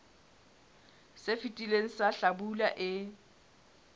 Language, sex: Southern Sotho, male